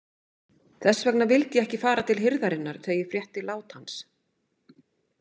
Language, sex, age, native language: Icelandic, female, 50-59, Icelandic